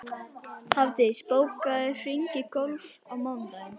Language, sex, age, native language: Icelandic, female, 11, Icelandic